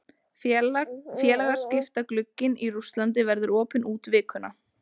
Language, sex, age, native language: Icelandic, female, 20-29, Icelandic